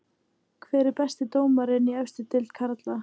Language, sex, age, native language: Icelandic, female, 18-19, Icelandic